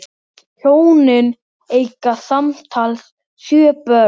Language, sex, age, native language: Icelandic, male, 10, Icelandic